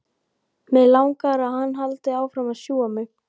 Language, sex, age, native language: Icelandic, male, 12, Icelandic